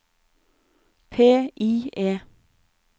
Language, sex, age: Norwegian, female, 26